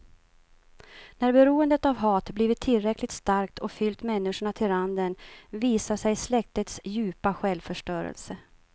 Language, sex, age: Swedish, female, 52